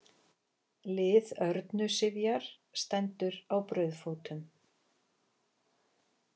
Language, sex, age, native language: Icelandic, female, 40-49, Icelandic